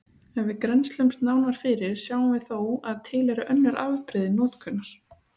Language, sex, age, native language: Icelandic, female, 30-39, Icelandic